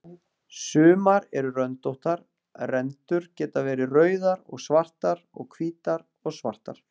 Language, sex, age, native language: Icelandic, male, 40-49, Icelandic